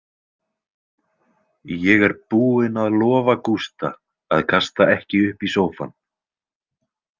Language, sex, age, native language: Icelandic, male, 20-29, Icelandic